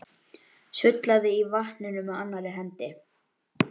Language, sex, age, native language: Icelandic, male, 11, Icelandic